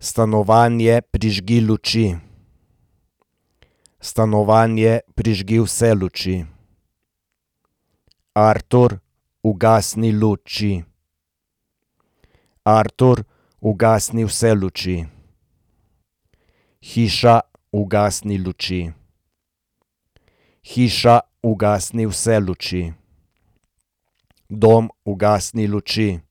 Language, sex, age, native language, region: Slovenian, male, 30-49, Slovenian, Gorenjska region